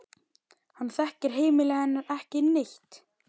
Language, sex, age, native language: Icelandic, male, 11, Icelandic